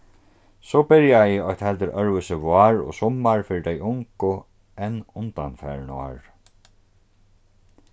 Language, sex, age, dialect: Faroese, male, 36-60, Norðurstreymoy/Eysturoy